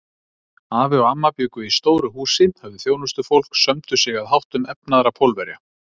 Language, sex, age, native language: Icelandic, male, 30-39, Icelandic